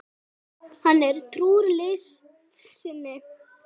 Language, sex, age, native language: Icelandic, female, 9, Icelandic